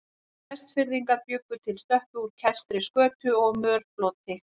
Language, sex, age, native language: Icelandic, female, 40-49, Icelandic